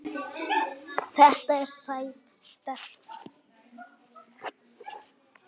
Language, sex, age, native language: Icelandic, female, 8, Icelandic